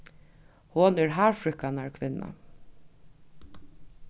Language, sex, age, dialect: Faroese, female, 36-60, Norðuroyggjar